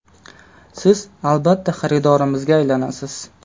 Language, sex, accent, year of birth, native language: Uzbek, male, Qashqadaryo, 2000, Uzbek